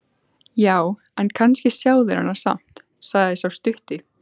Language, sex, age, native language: Icelandic, female, 14, Icelandic